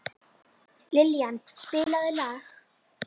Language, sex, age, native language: Icelandic, female, 11, Icelandic